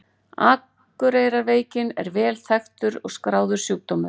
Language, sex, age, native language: Icelandic, female, 40-49, Icelandic